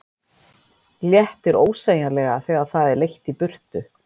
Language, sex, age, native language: Icelandic, female, 50-59, Icelandic